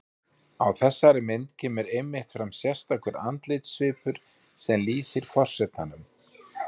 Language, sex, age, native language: Icelandic, male, 50-59, Icelandic